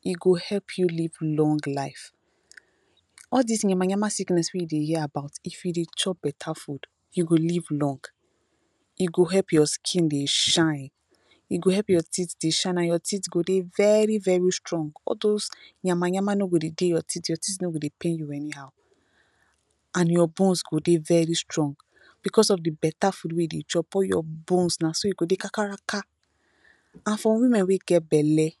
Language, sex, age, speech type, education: Nigerian Pidgin, female, 15-29, spontaneous, tertiary